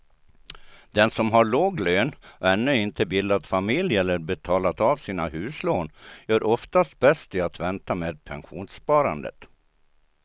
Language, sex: Swedish, male